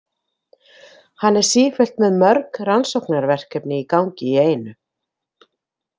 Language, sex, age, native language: Icelandic, female, 50-59, Icelandic